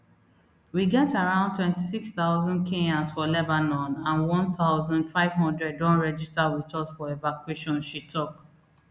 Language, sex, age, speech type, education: Nigerian Pidgin, female, 30-45, spontaneous, tertiary